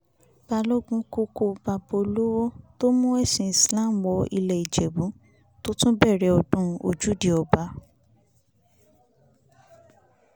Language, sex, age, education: Yoruba, female, 15-29, tertiary